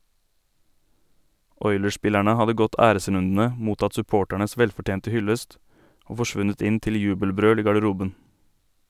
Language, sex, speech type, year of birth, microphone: Norwegian, male, read, 1989, Sennheiser